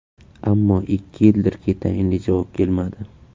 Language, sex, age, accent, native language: Uzbek, male, 18-24, Navoiy, Uzbek